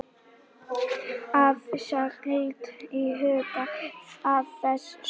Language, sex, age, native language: Icelandic, male, 18-19, Icelandic